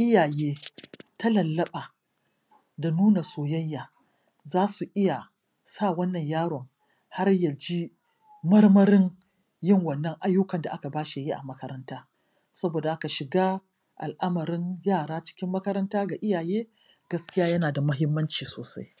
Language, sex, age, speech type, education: Hausa, female, 46-60, spontaneous, tertiary